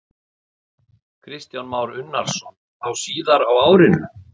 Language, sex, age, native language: Icelandic, male, 50-59, Icelandic